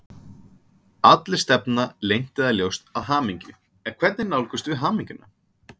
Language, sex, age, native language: Icelandic, male, 30-39, Icelandic